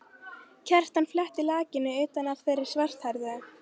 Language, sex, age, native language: Icelandic, female, 13, Icelandic